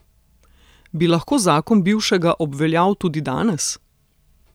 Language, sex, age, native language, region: Slovenian, female, 30-49, Slovenian, Southeast Slovenia